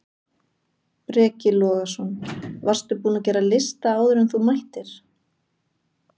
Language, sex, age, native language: Icelandic, female, 40-49, Icelandic